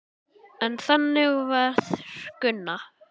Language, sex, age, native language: Icelandic, male, 10, Icelandic